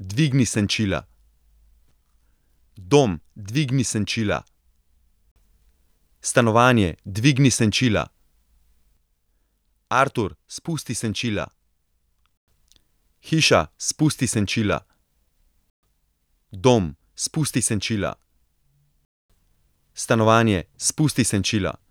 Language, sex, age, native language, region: Slovenian, male, 30-49, Slovenian, Central Slovenia